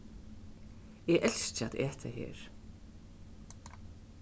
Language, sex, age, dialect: Faroese, female, 36-60, Suðurstreymoy